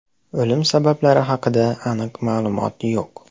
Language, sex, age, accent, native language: Uzbek, male, 18-24, Andijon, Uzbek